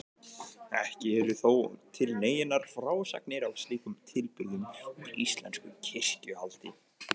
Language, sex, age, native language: Icelandic, male, 18-19, Icelandic